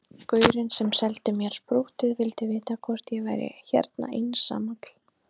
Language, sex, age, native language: Icelandic, female, 30-39, Icelandic